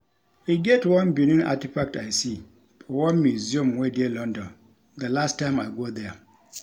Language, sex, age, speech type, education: Nigerian Pidgin, male, 46-60, read, tertiary